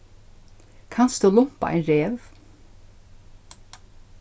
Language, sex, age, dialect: Faroese, female, 61+, Suðurstreymoy